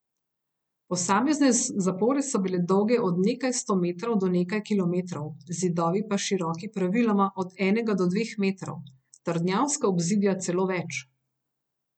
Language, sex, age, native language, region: Slovenian, female, 30-49, Slovenian, Gorenjska region